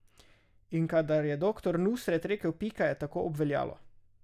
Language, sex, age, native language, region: Slovenian, male, 18-29, Slovenian, Drava region